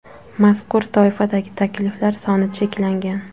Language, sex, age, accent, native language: Uzbek, female, 19-29, Samarqand, Uzbek